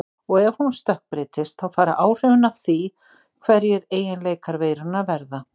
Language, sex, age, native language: Icelandic, female, 60-69, Icelandic